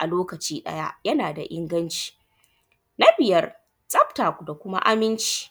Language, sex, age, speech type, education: Hausa, female, 15-29, spontaneous, tertiary